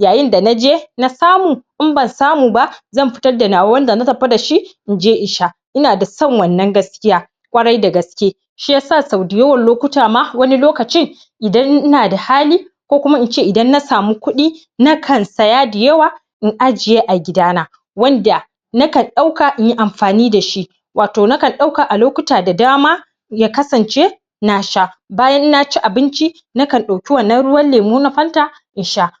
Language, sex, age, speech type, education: Hausa, male, 15-29, spontaneous, primary